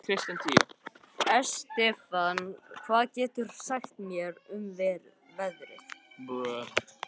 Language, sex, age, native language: Icelandic, male, 13, Icelandic